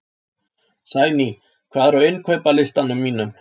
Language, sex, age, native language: Icelandic, male, 60-69, Icelandic